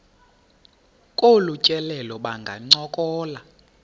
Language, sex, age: Xhosa, male, 30